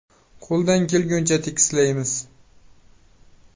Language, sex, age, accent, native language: Uzbek, male, 18-24, Qashqadaryo, Uzbek